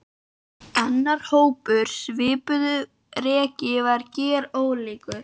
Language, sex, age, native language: Icelandic, female, 12, Icelandic